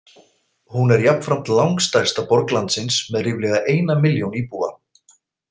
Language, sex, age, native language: Icelandic, male, 40-49, Icelandic